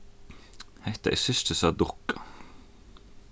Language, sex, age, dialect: Faroese, male, 15-35, Norðuroyggjar